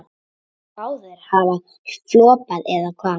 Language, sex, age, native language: Icelandic, female, 7, Icelandic